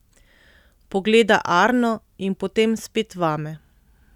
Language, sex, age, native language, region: Slovenian, female, 30-49, Slovenian, Central Slovenia